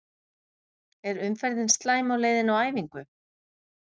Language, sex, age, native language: Icelandic, female, 50-59, Icelandic